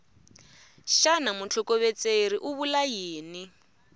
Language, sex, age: Tsonga, female, 24